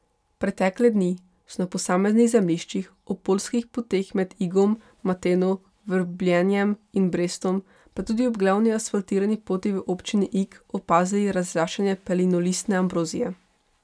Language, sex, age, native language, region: Slovenian, female, 18-29, Slovenian, Pomurje region